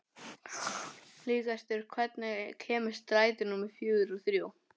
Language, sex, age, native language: Icelandic, male, 18-19, English